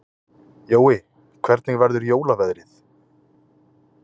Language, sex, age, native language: Icelandic, male, 20-29, Icelandic